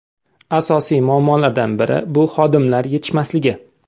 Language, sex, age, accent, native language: Uzbek, male, 25-34, Samarqand, Uzbek